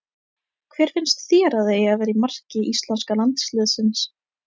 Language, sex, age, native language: Icelandic, female, 18-19, Icelandic